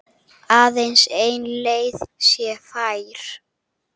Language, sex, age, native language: Icelandic, male, 8, Icelandic